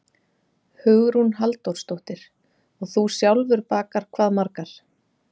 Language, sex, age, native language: Icelandic, female, 30-39, Icelandic